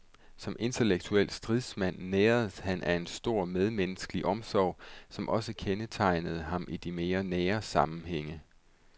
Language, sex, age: Danish, male, 31